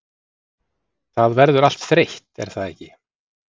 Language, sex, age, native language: Icelandic, male, 40-49, Icelandic